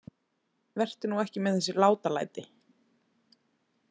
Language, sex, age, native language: Icelandic, female, 20-29, Icelandic